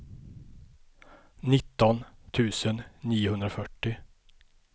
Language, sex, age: Swedish, male, 50